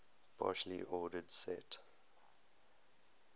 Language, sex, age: English, male, 19